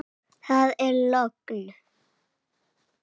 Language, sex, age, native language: Icelandic, female, 8, Icelandic